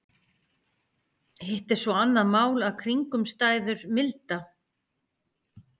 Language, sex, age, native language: Icelandic, female, 50-59, Icelandic